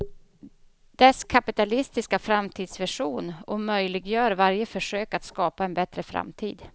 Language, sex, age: Swedish, female, 31